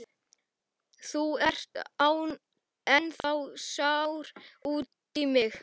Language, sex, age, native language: Icelandic, male, 11, Icelandic